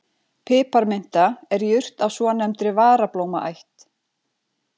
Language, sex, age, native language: Icelandic, female, 40-49, Icelandic